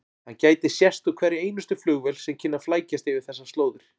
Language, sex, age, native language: Icelandic, male, 40-49, Icelandic